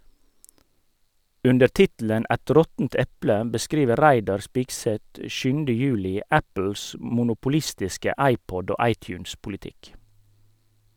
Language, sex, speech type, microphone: Norwegian, male, read, Sennheiser